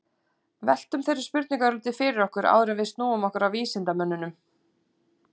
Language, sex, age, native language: Icelandic, female, 40-49, Icelandic